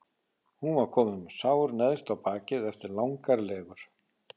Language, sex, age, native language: Icelandic, male, 40-49, Icelandic